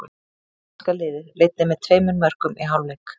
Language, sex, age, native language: Icelandic, female, 30-39, Icelandic